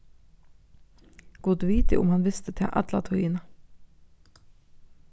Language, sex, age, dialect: Faroese, female, 15-35, Norðurstreymoy/Eysturoy